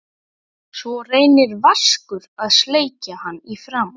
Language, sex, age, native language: Icelandic, female, 12, Icelandic